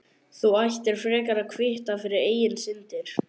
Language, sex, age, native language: Icelandic, male, 11, Icelandic